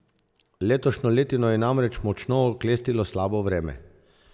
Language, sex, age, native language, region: Slovenian, male, 50-59, Slovenian, Zasavska region